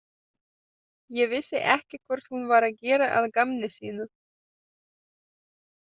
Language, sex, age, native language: Icelandic, female, 30-39, Lithuanian